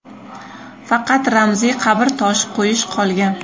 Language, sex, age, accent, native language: Uzbek, female, 25-34, Qashqadaryo, Uzbek